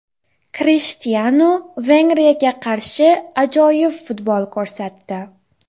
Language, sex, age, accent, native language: Uzbek, female, 12-17, Jizzax, Uzbek